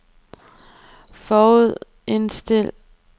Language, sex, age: Danish, female, 23